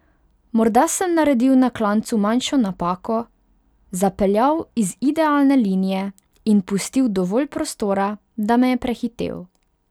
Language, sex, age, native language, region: Slovenian, female, 18-29, Hungarian, Pomurje region